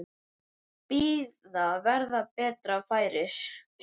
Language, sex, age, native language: Icelandic, male, 9, Icelandic